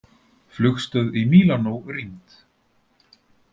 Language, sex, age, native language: Icelandic, male, 40-49, Icelandic